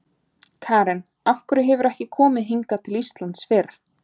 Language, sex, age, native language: Icelandic, female, 20-29, Icelandic